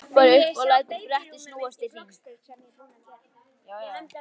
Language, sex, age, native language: Icelandic, female, 11, Icelandic